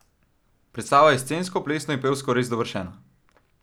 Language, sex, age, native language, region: Slovenian, male, 12-17, Slovenian, Central Slovenia